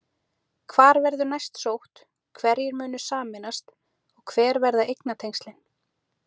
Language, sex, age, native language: Icelandic, female, 30-39, Icelandic